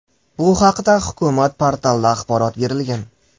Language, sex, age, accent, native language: Uzbek, male, 18-24, Jizzax, Uzbek